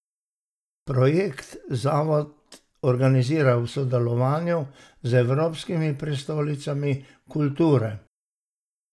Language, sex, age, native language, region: Slovenian, male, 60+, Slovenian, Savinja region